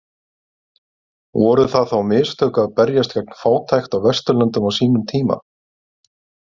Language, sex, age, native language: Icelandic, male, 30-39, Icelandic